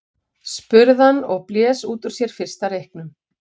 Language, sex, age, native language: Icelandic, female, 50-59, Icelandic